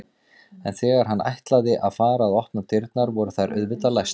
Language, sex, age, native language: Icelandic, male, 30-39, Icelandic